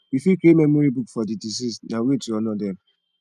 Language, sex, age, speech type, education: Nigerian Pidgin, male, 15-29, spontaneous, tertiary